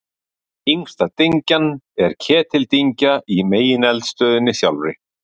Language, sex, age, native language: Icelandic, male, 40-49, Icelandic